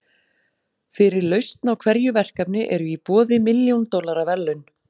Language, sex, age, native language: Icelandic, female, 40-49, Icelandic